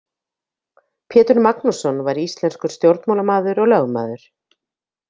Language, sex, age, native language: Icelandic, female, 50-59, Icelandic